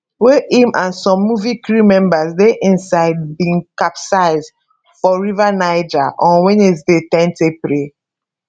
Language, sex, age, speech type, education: Nigerian Pidgin, female, 15-29, spontaneous, tertiary